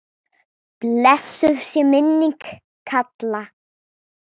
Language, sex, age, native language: Icelandic, female, 10, Icelandic